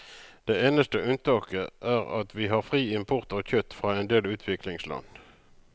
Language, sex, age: Norwegian, male, 35